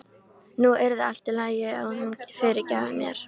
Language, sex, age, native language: Icelandic, female, 13, Icelandic